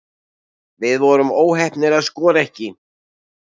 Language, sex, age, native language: Icelandic, male, 60-69, Icelandic